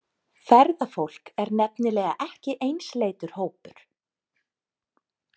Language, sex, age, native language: Icelandic, female, 30-39, Icelandic